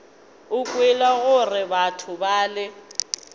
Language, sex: Northern Sotho, female